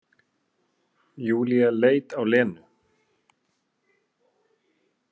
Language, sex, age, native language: Icelandic, male, 30-39, Icelandic